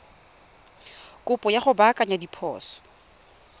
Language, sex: Tswana, female